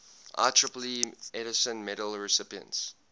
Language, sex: English, male